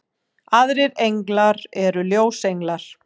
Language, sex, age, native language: Icelandic, female, 40-49, Icelandic